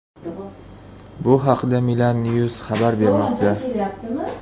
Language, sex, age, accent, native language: Uzbek, male, 19-29, Farg'ona, Uzbek